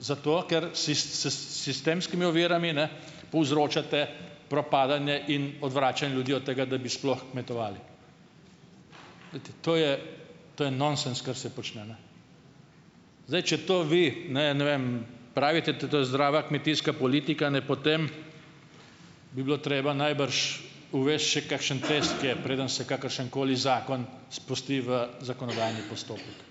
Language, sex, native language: Slovenian, male, Slovenian